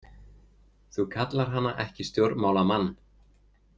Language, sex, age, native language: Icelandic, male, 20-29, Icelandic